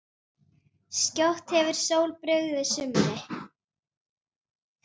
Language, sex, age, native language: Icelandic, female, 9, Icelandic